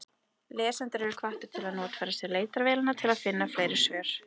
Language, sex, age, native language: Icelandic, female, 30-39, Icelandic